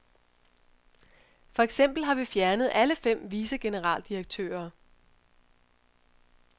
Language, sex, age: Danish, female, 31